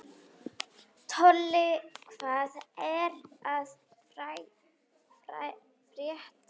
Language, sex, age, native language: Icelandic, female, 18-19, Icelandic